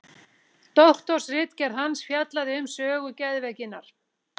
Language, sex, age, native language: Icelandic, female, 40-49, Icelandic